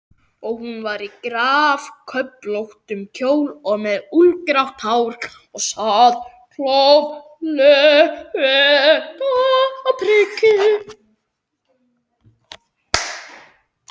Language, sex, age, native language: Icelandic, male, 18-19, Icelandic